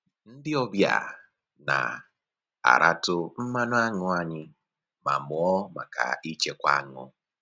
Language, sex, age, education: Igbo, male, 15-29, tertiary